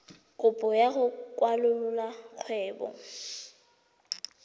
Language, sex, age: Tswana, female, 20